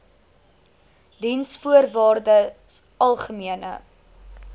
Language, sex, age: Afrikaans, female, 19